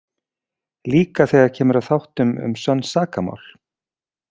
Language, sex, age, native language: Icelandic, male, 40-49, Icelandic